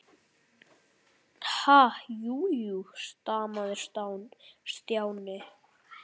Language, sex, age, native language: Icelandic, male, 9, Icelandic